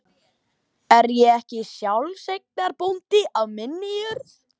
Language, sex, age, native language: Icelandic, male, 12, Icelandic